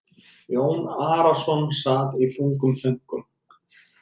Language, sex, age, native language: Icelandic, male, 30-39, Icelandic